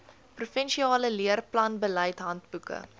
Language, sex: Afrikaans, female